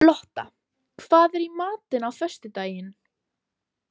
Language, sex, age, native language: Icelandic, female, 18-19, Icelandic